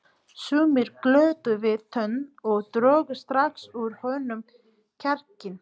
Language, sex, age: Icelandic, female, 30-39